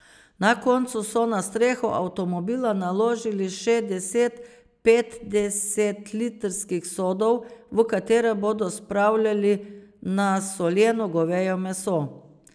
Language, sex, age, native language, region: Slovenian, female, 50-59, Slovenian, Savinja region